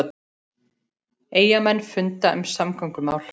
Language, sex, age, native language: Icelandic, female, 40-49, Icelandic